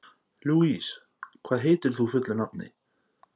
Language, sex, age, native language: Icelandic, male, 30-39, Icelandic